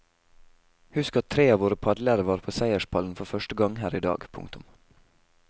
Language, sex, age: Norwegian, male, 22